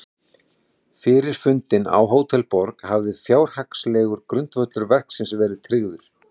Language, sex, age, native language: Icelandic, male, 40-49, Icelandic